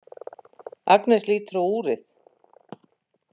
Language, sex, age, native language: Icelandic, female, 50-59, Icelandic